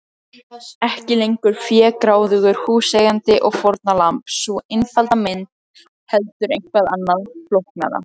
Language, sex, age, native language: Icelandic, other, 18-19, Icelandic